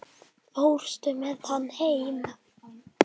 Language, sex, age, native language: Icelandic, male, 10, Icelandic